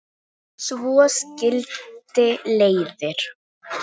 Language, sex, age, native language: Icelandic, female, 9, Icelandic